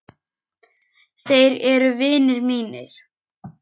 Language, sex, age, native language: Icelandic, male, 10, Icelandic